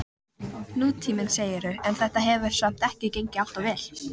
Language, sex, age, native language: Icelandic, female, 14, Icelandic